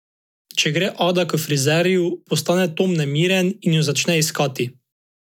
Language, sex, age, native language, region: Slovenian, male, 18-29, Slovenian, Drava region